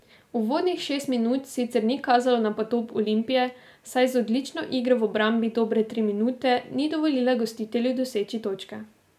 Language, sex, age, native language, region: Slovenian, female, 18-29, Slovenian, Drava region